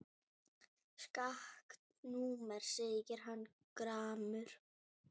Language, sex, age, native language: Icelandic, female, 9, Icelandic